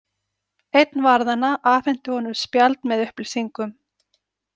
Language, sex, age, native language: Icelandic, female, 40-49, Icelandic